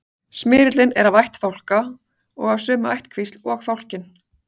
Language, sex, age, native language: Icelandic, female, 40-49, Icelandic